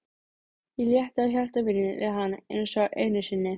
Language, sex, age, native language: Icelandic, female, 13, Icelandic